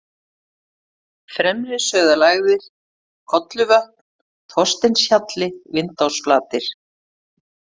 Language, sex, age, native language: Icelandic, female, 50-59, Icelandic